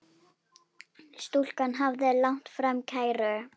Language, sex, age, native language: Icelandic, female, 8, Icelandic